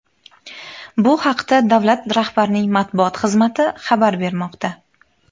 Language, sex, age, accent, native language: Uzbek, female, 19-29, Farg'ona, Uzbek